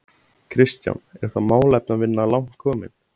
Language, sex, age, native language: Icelandic, male, 17, Icelandic